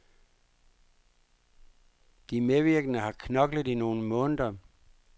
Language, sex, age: Danish, male, 59